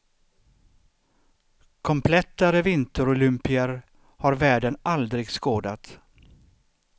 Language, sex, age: Swedish, male, 63